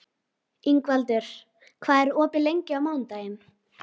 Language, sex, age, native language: Icelandic, female, 12, Icelandic